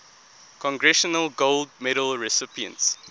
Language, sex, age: English, male, 20